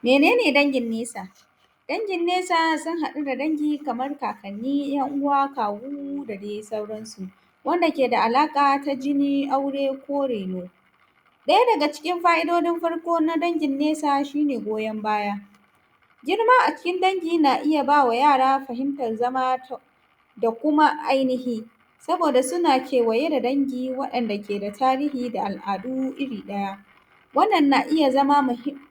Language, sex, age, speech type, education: Hausa, female, 15-29, spontaneous, secondary